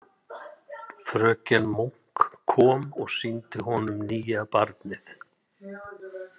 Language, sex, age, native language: Icelandic, male, 60-69, Icelandic